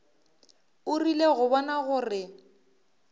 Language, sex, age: Northern Sotho, female, 23